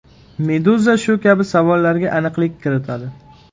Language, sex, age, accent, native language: Uzbek, male, 12-17, Qashqadaryo, Uzbek